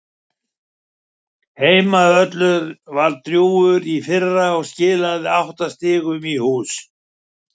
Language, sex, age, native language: Icelandic, male, 70-79, Icelandic